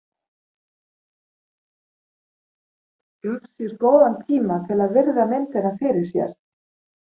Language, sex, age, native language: Icelandic, female, 40-49, German